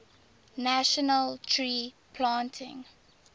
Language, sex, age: English, female, 19